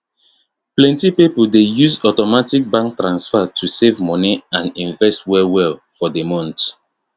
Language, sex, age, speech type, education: Nigerian Pidgin, male, 30-45, spontaneous, tertiary